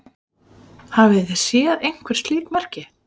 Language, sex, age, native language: Icelandic, female, 40-49, Icelandic